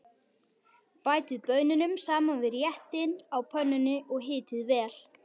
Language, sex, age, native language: Icelandic, male, 12, Icelandic